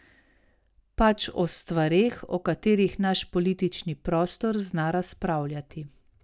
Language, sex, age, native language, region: Slovenian, female, 30-49, Slovenian, Savinja region